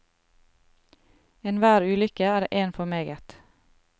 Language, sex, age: Norwegian, female, 33